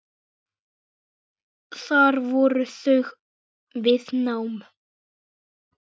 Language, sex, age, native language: Icelandic, male, 9, Icelandic